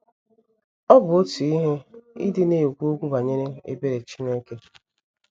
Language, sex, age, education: Igbo, female, 30-45, tertiary